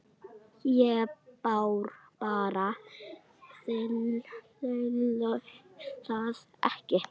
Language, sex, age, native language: Icelandic, female, 8, Icelandic